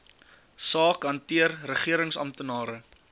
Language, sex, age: Afrikaans, male, 20